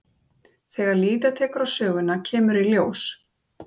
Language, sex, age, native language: Icelandic, female, 30-39, Icelandic